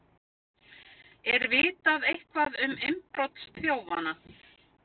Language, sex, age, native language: Icelandic, female, 50-59, Icelandic